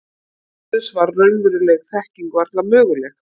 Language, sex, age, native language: Icelandic, female, 50-59, Icelandic